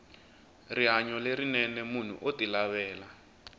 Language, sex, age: Tsonga, male, 20